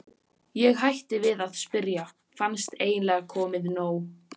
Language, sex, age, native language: Icelandic, female, 14, Icelandic